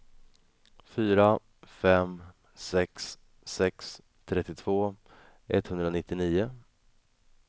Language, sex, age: Swedish, male, 26